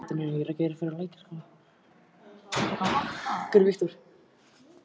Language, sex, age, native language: Icelandic, male, 13, Icelandic